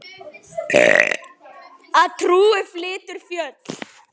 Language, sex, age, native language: Icelandic, male, 10, Icelandic